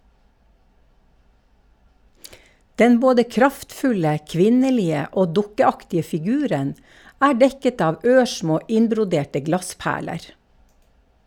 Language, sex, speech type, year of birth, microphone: Norwegian, female, read, 1952, Shure